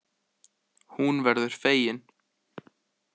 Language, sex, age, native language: Icelandic, male, 18-19, Icelandic